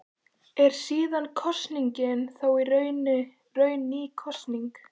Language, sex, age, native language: Icelandic, female, 14, Icelandic